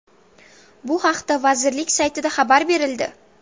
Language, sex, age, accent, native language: Uzbek, female, 12-17, Samarqand, Uzbek